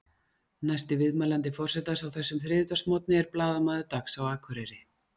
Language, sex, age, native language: Icelandic, female, 40-49, Icelandic